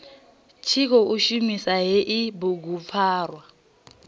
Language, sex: Venda, female